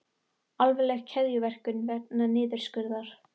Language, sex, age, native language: Icelandic, female, 18-19, Icelandic